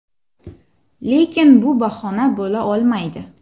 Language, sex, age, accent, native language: Uzbek, female, 18-24, Xorazm, Uzbek